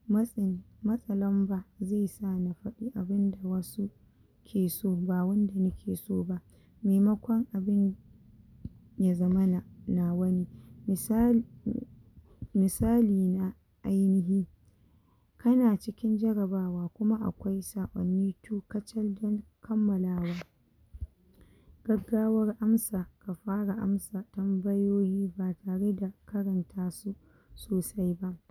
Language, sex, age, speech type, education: Hausa, female, 46-60, spontaneous, tertiary